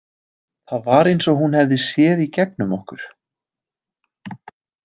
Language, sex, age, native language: Icelandic, male, 20-29, Icelandic